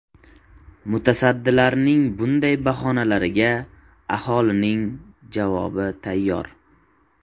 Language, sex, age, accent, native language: Uzbek, male, 18-24, Qashqadaryo, Uzbek